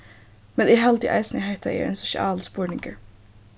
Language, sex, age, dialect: Faroese, female, 15-35, Suðurstreymoy